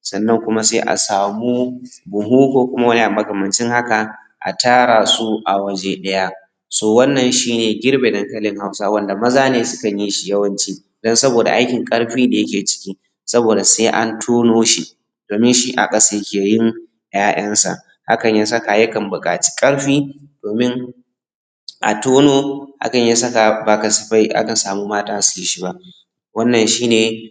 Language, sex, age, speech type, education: Hausa, male, 15-29, spontaneous, tertiary